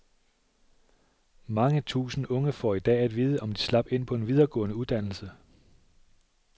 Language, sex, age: Danish, male, 37